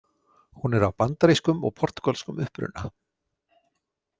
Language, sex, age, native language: Icelandic, male, 60-69, Icelandic